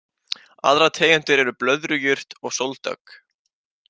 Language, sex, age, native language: Icelandic, male, 18-19, Icelandic